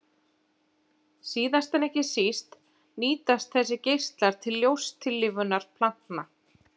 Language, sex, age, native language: Icelandic, female, 40-49, Icelandic